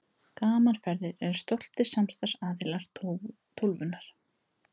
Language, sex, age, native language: Icelandic, female, 30-39, Icelandic